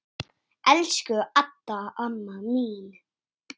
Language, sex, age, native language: Icelandic, male, 7, Icelandic